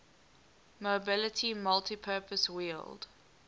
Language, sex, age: English, female, 19